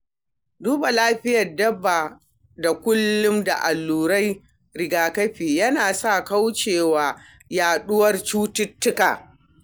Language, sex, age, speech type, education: Hausa, female, 60+, read, primary